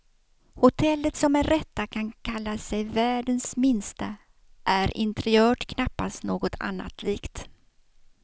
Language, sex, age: Swedish, female, 56